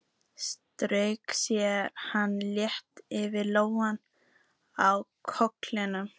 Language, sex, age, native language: Icelandic, female, 14, Icelandic